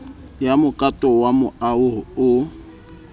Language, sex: Southern Sotho, male